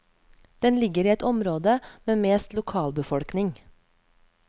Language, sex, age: Norwegian, female, 31